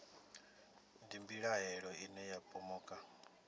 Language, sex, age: Venda, male, 27